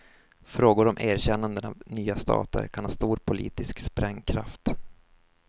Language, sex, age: Swedish, male, 24